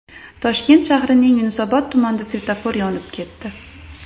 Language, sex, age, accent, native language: Uzbek, female, 25-34, Andijon, Uzbek